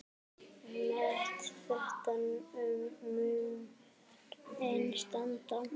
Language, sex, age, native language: Icelandic, female, 9, Icelandic